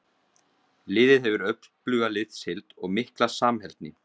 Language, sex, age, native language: Icelandic, male, 20-29, Icelandic